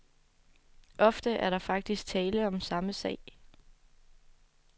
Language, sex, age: Danish, female, 24